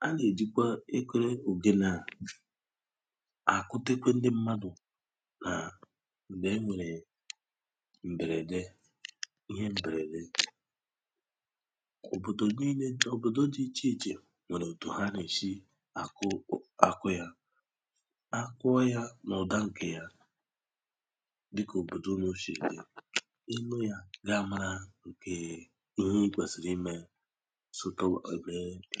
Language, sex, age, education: Igbo, male, 30-45, tertiary